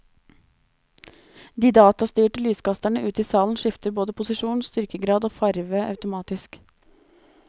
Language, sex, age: Norwegian, female, 26